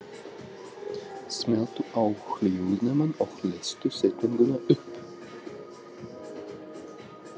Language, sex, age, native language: Icelandic, male, 40-49, Russian